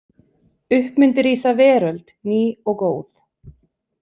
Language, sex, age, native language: Icelandic, female, 30-39, Icelandic